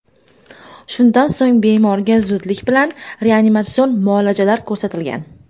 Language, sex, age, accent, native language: Uzbek, female, under 19, Toshkent viloyati, Uzbek